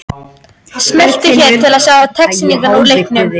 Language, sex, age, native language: Icelandic, female, 18-19, Icelandic